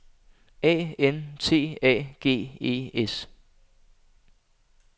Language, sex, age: Danish, male, 25